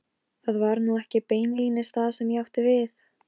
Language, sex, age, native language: Icelandic, female, 13, Polish